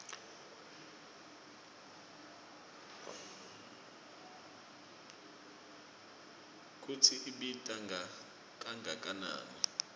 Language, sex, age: Swati, male, 25